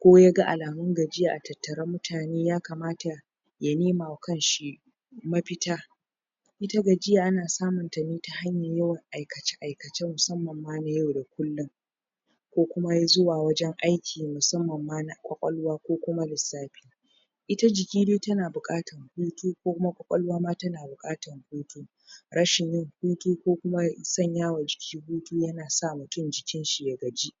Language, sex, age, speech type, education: Hausa, female, 15-29, spontaneous, secondary